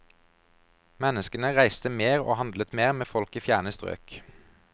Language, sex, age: Norwegian, male, 32